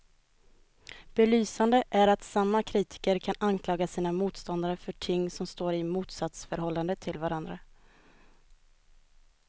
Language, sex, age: Swedish, female, 20